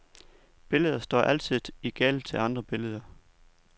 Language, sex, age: Danish, male, 29